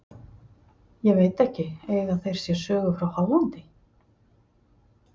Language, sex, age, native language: Icelandic, female, 50-59, Icelandic